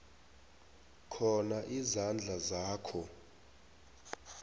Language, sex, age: South Ndebele, male, 19